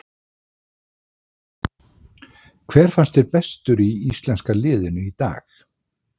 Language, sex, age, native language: Icelandic, male, 60-69, Icelandic